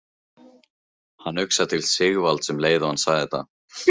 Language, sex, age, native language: Icelandic, male, 15, Icelandic